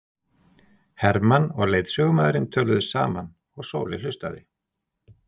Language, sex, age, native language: Icelandic, male, 60-69, Icelandic